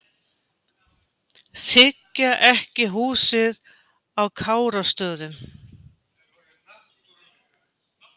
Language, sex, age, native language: Icelandic, female, 50-59, Icelandic